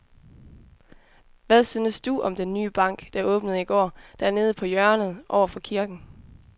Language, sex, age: Danish, female, 20